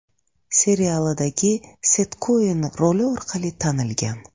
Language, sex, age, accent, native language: Uzbek, female, 25-34, Buxoro, Uzbek